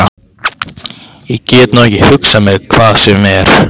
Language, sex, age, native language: Icelandic, male, 15, Icelandic